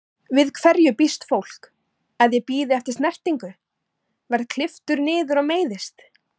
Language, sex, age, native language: Icelandic, female, 18-19, Icelandic